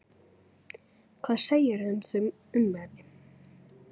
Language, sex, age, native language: Icelandic, female, 9, Icelandic